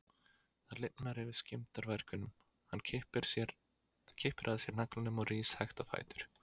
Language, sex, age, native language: Icelandic, male, 20-29, Icelandic